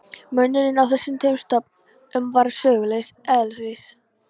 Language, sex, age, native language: Icelandic, female, 13, Polish